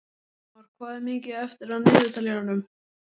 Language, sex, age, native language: Icelandic, male, 12, Icelandic